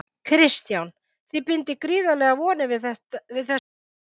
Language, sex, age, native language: Icelandic, female, 50-59, Icelandic